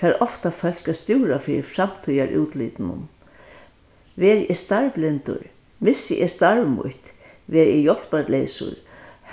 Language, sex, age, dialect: Faroese, female, 61+, Vágar